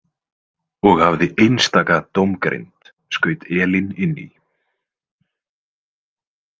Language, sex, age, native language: Icelandic, male, 20-29, Icelandic